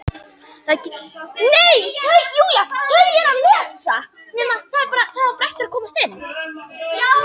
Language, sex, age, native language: Icelandic, female, 18-19, Icelandic